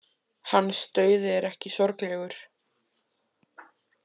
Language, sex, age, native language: Icelandic, male, 18-19, Icelandic